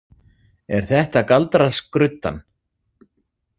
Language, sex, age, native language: Icelandic, male, 40-49, Icelandic